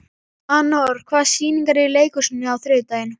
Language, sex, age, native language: Icelandic, female, 11, Icelandic